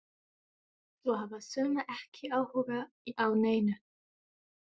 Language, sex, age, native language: Icelandic, female, 20-29, German